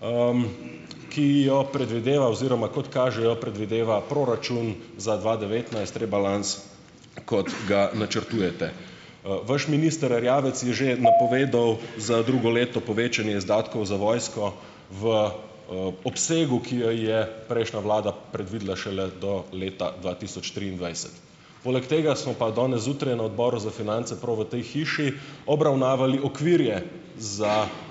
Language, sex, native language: Slovenian, male, Slovenian